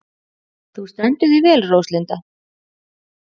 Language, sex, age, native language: Icelandic, female, 40-49, Icelandic